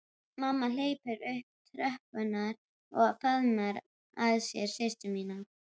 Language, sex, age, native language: Icelandic, female, 12, Icelandic